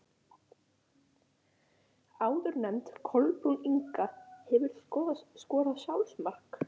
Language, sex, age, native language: Icelandic, male, 11, Icelandic